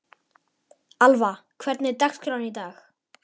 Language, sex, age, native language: Icelandic, male, 11, Icelandic